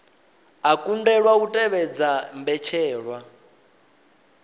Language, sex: Venda, male